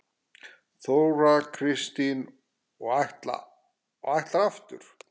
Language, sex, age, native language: Icelandic, female, 10, Icelandic